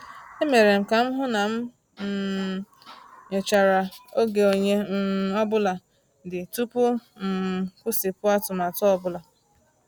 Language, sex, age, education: Igbo, female, 15-29, tertiary